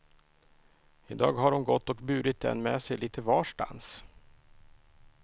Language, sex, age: Swedish, male, 31